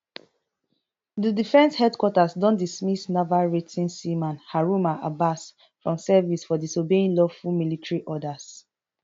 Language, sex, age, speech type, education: Nigerian Pidgin, female, 15-29, spontaneous, tertiary